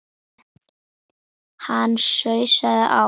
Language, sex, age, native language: Icelandic, female, 10, Icelandic